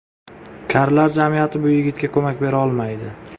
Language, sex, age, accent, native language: Uzbek, male, 25-34, Samarqand, Uzbek